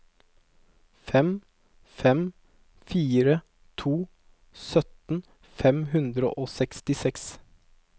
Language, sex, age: Norwegian, male, 22